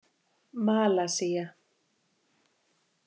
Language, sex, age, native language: Icelandic, female, 50-59, Icelandic